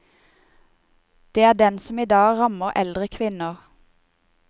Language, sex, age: Norwegian, female, 28